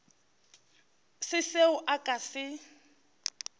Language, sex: Northern Sotho, female